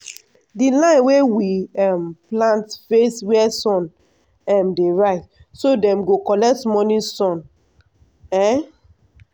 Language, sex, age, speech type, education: Nigerian Pidgin, female, 15-29, spontaneous, tertiary